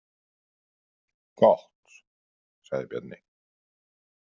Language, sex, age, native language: Icelandic, male, 50-59, Icelandic